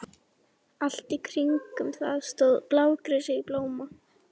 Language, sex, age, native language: Icelandic, female, 11, Icelandic